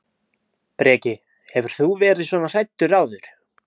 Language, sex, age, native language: Icelandic, male, 20-29, Icelandic